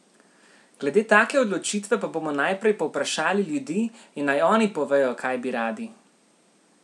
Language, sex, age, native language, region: Slovenian, male, 18-29, Slovenian, Central Slovenia